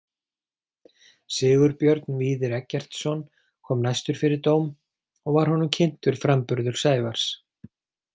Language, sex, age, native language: Icelandic, male, 40-49, Icelandic